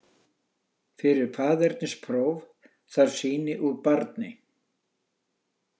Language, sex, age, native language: Icelandic, male, 60-69, Icelandic